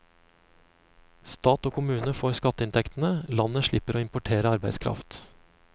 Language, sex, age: Norwegian, male, 35